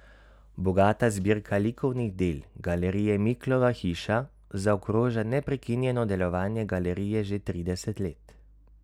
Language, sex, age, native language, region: Slovenian, male, 30-49, Slovenian, Carinthia region